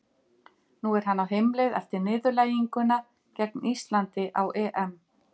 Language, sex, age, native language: Icelandic, female, 50-59, Icelandic